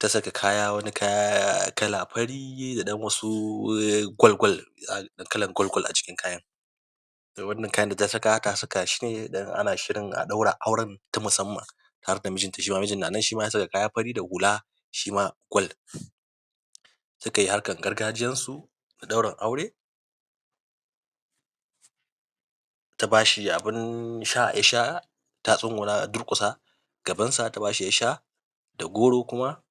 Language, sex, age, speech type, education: Hausa, male, 30-45, spontaneous, primary